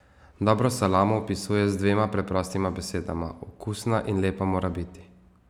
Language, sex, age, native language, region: Slovenian, male, 18-29, Slovenian, Savinja region